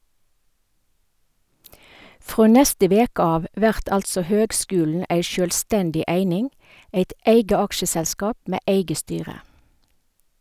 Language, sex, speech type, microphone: Norwegian, female, read, Sennheiser